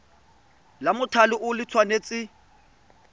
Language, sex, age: Tswana, male, 25